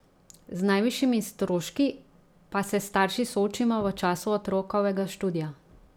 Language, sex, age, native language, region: Slovenian, female, 30-49, Slovenian, Central Slovenia